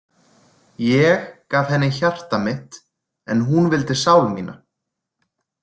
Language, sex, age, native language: Icelandic, male, 20-29, Icelandic